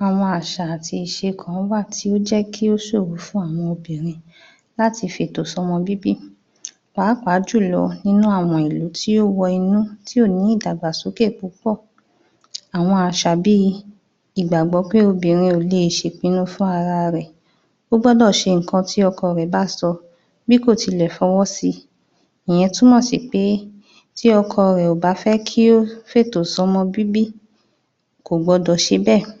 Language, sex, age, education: Yoruba, female, 30-45, tertiary